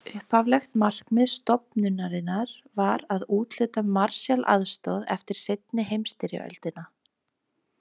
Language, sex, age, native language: Icelandic, female, 20-29, Icelandic